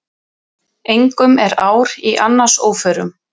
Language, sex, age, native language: Icelandic, female, 30-39, Icelandic